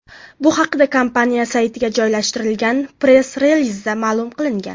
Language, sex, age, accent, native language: Uzbek, female, 18-24, Farg'ona, Uzbek